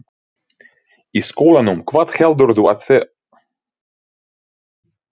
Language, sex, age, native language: Icelandic, male, 30-39, Ukrainian